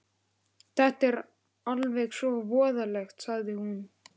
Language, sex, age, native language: Icelandic, male, 11, Icelandic